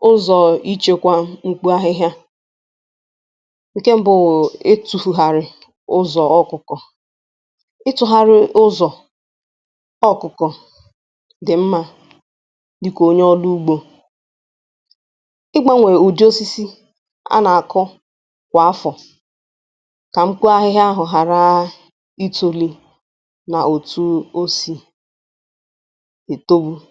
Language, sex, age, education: Igbo, female, 15-29, tertiary